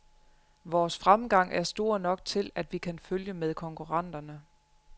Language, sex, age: Danish, female, 35